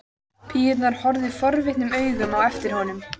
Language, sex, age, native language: Icelandic, female, 14, Icelandic